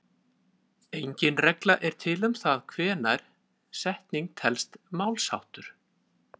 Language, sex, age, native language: Icelandic, male, 30-39, Icelandic